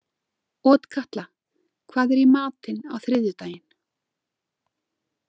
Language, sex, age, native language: Icelandic, female, 30-39, Icelandic